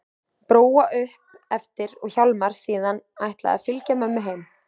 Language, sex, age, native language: Icelandic, female, 20-29, Icelandic